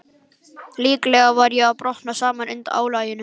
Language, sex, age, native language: Icelandic, male, 11, Icelandic